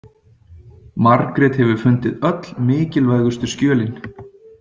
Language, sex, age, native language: Icelandic, male, 30-39, Icelandic